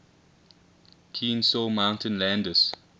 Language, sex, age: English, male, 21